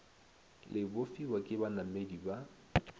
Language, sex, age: Northern Sotho, male, 19